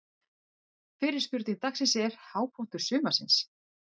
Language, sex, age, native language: Icelandic, female, 30-39, Icelandic